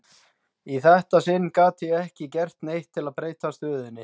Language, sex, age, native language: Icelandic, male, 20-29, Icelandic